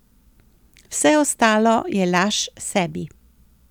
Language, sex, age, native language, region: Slovenian, female, 60+, Slovenian, Central Slovenia